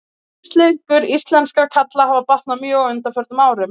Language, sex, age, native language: Icelandic, female, 20-29, Icelandic